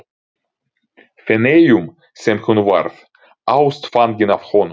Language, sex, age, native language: Icelandic, male, 30-39, Ukrainian